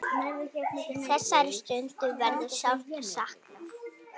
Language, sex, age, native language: Icelandic, female, 6, Icelandic